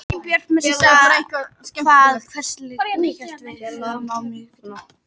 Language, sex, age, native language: Icelandic, female, 18-19, Icelandic